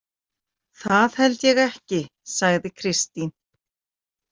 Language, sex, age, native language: Icelandic, female, 40-49, Icelandic